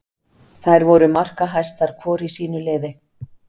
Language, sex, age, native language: Icelandic, female, 50-59, Icelandic